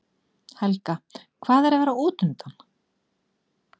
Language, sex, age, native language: Icelandic, female, 40-49, Icelandic